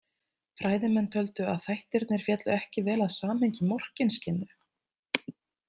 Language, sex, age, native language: Icelandic, female, 30-39, Icelandic